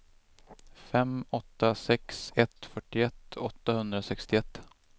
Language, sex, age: Swedish, male, 25